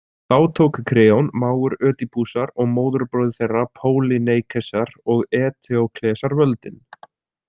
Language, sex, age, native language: Icelandic, male, 20-29, Icelandic